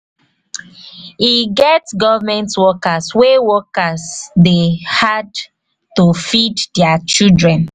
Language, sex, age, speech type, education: Nigerian Pidgin, female, 15-29, spontaneous, tertiary